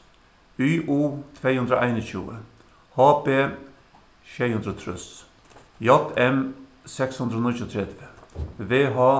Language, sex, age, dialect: Faroese, male, 61+, Suðuroy